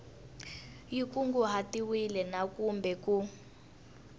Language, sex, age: Tsonga, female, 19